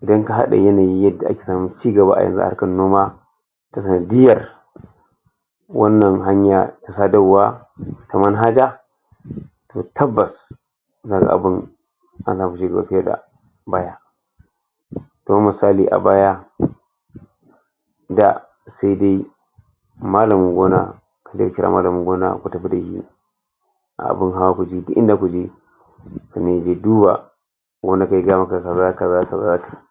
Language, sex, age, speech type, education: Hausa, male, 60+, spontaneous, tertiary